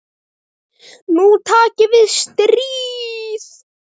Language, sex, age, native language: Icelandic, male, 9, Icelandic